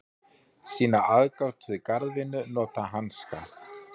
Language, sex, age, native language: Icelandic, male, 50-59, Icelandic